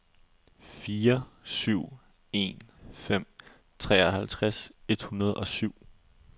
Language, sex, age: Danish, male, 20